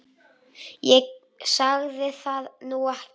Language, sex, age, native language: Icelandic, male, 10, Icelandic